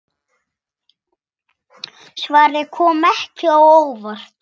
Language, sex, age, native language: Icelandic, female, 6, Icelandic